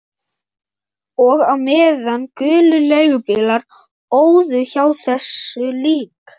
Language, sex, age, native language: Icelandic, female, 11, Icelandic